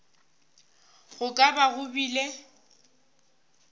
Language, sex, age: Northern Sotho, female, 18